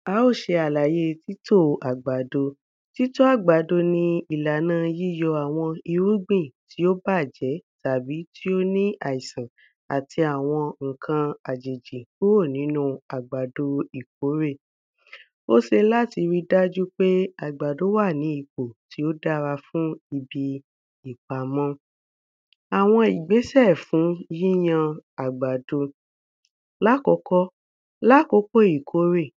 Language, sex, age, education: Yoruba, female, 15-29, tertiary